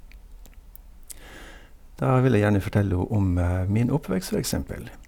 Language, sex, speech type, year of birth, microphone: Norwegian, male, spontaneous, 1952, Sennheiser